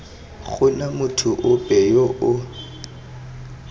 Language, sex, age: Tswana, male, 23